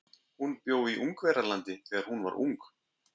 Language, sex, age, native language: Icelandic, male, 50-59, Icelandic